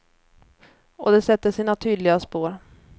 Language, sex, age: Swedish, female, 29